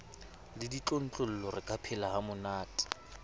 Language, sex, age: Southern Sotho, male, 24